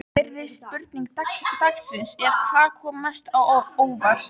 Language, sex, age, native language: Icelandic, female, 12, Icelandic